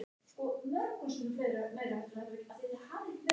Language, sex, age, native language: Icelandic, female, 50-59, Icelandic